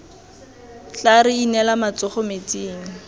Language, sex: Tswana, female